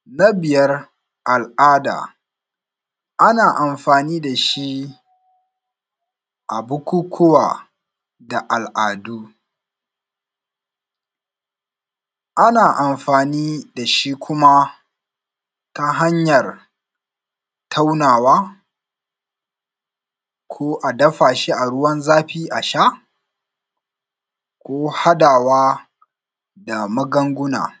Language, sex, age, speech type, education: Hausa, male, 15-29, spontaneous, tertiary